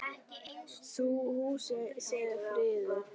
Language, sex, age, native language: Icelandic, female, 10, Icelandic